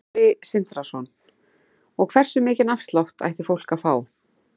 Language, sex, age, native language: Icelandic, female, 40-49, Icelandic